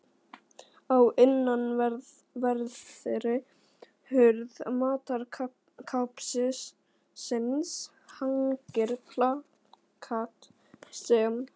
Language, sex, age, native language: Icelandic, female, 11, Icelandic